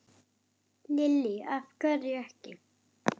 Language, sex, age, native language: Icelandic, female, 8, Icelandic